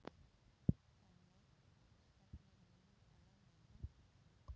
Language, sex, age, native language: Icelandic, female, 40-49, Polish